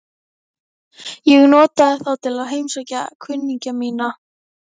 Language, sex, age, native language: Icelandic, female, 11, Icelandic